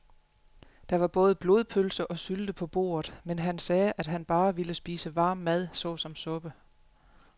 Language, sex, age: Danish, female, 35